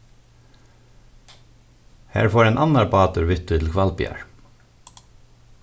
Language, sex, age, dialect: Faroese, male, 36-60, Suðurstreymoy